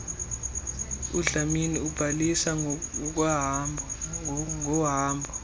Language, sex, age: Xhosa, male, 21